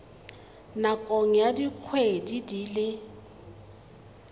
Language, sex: Tswana, female